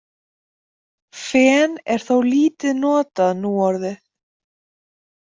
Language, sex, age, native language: Icelandic, female, 30-39, Icelandic